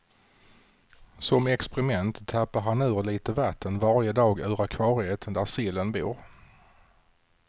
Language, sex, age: Swedish, male, 40